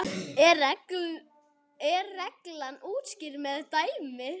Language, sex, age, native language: Icelandic, male, 8, Icelandic